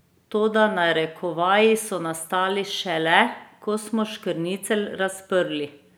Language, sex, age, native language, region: Slovenian, female, 30-49, Slovenian, Drava region